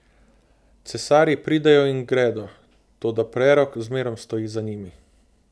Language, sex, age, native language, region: Slovenian, male, 18-29, Slovenian, Southeast Slovenia